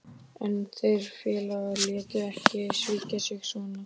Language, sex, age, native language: Icelandic, male, 12, Icelandic